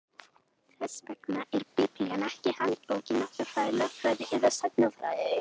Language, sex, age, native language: Icelandic, female, 18-19, Icelandic